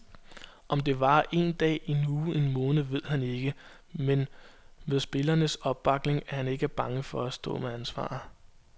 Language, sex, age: Danish, male, 22